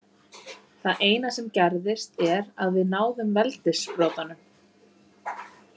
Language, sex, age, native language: Icelandic, female, 30-39, Icelandic